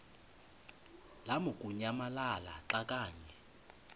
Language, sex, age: Xhosa, male, 20